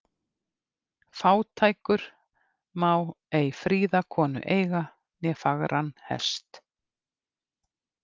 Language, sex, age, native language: Icelandic, female, 50-59, Icelandic